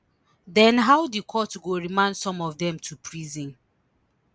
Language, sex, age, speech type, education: Nigerian Pidgin, female, 30-45, spontaneous, tertiary